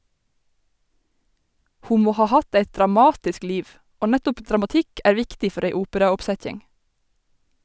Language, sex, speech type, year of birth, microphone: Norwegian, female, read, 1990, Sennheiser